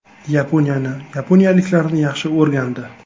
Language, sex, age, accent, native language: Uzbek, male, 25-34, Toshkent viloyati, Uzbek